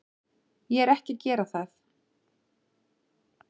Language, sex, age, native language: Icelandic, female, 40-49, Icelandic